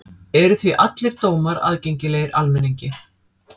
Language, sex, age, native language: Icelandic, female, 50-59, Icelandic